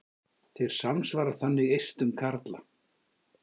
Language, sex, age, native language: Icelandic, male, 50-59, Icelandic